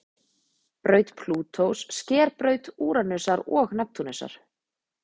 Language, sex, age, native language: Icelandic, female, 20-29, Icelandic